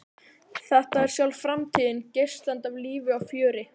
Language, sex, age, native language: Icelandic, male, 12, Icelandic